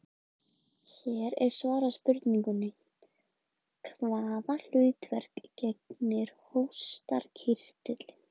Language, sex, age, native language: Icelandic, female, 20-29, Icelandic